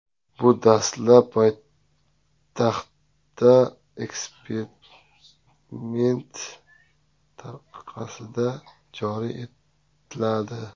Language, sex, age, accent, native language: Uzbek, male, 25-34, Sirdaryo, Uzbek